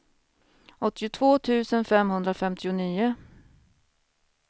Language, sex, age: Swedish, female, 41